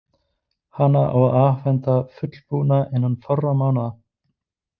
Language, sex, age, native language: Icelandic, male, 20-29, Icelandic